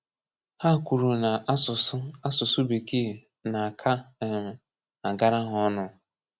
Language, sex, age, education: Igbo, male, 15-29, tertiary